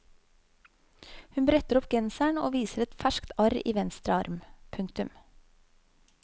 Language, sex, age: Norwegian, female, 35